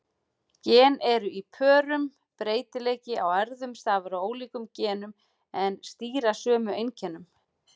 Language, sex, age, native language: Icelandic, female, 40-49, Icelandic